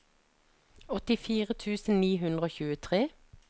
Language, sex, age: Norwegian, female, 49